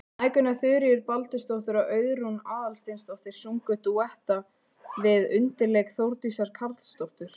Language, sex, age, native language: Icelandic, female, 18-19, Icelandic